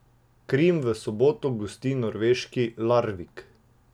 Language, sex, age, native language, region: Slovenian, male, 18-29, Slovenian, Drava region